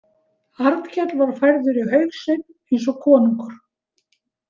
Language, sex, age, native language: Icelandic, female, 70-79, Icelandic